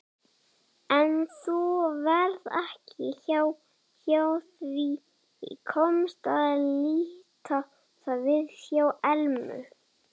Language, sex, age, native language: Icelandic, male, 30-39, Icelandic